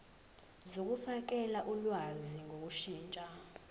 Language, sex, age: Zulu, female, 18